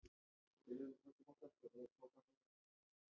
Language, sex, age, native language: Icelandic, female, 60-69, Icelandic